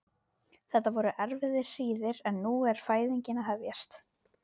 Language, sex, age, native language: Icelandic, female, 12, Icelandic